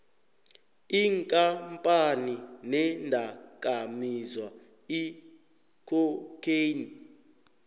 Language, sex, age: South Ndebele, male, 19